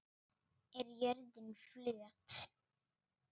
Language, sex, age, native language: Icelandic, male, 8, Icelandic